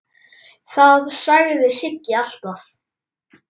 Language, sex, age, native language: Icelandic, male, 10, Icelandic